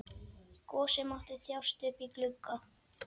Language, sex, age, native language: Icelandic, male, 10, Icelandic